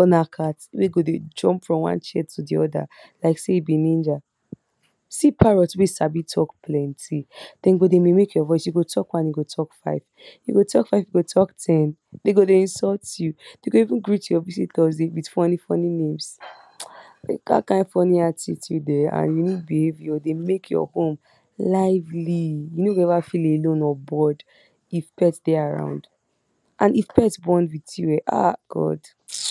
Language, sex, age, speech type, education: Nigerian Pidgin, female, 46-60, spontaneous, tertiary